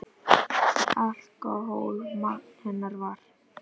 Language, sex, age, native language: Icelandic, male, 10, Icelandic